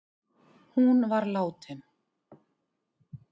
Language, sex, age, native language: Icelandic, female, 30-39, Icelandic